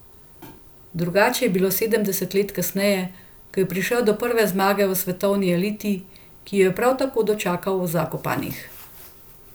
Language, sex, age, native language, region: Slovenian, female, 50-59, Slovenian, Central Slovenia